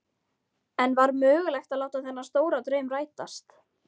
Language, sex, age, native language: Icelandic, female, 13, Icelandic